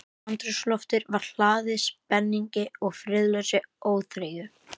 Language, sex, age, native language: Icelandic, female, 11, Icelandic